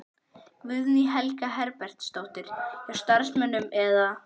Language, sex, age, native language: Icelandic, female, 11, Icelandic